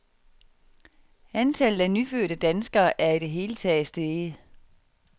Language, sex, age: Danish, female, 49